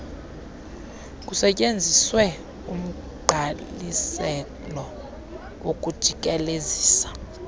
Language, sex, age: Xhosa, female, 30